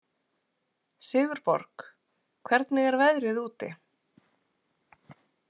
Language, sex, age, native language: Icelandic, female, 40-49, Icelandic